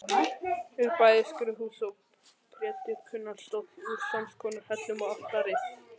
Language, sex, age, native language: Icelandic, male, 11, Icelandic